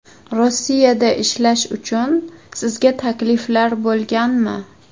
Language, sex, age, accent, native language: Uzbek, female, 19-29, Surxondaryo, Uzbek